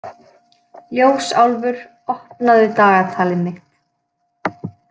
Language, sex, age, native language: Icelandic, female, 20-29, Icelandic